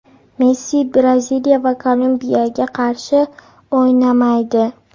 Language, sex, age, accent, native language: Uzbek, female, 12-17, Farg'ona, Uzbek